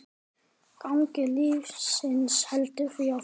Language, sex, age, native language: Icelandic, male, 10, Icelandic